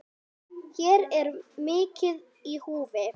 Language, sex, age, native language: Icelandic, female, 9, Icelandic